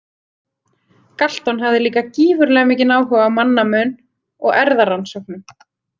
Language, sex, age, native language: Icelandic, female, 30-39, Icelandic